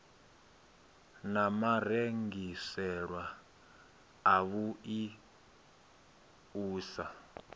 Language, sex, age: Venda, male, 22